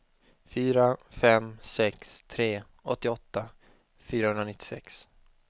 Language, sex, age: Swedish, male, 25